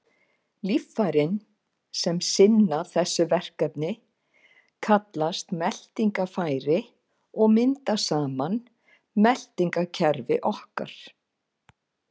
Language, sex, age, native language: Icelandic, female, 50-59, Icelandic